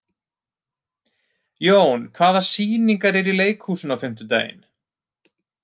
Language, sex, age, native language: Icelandic, male, 30-39, Icelandic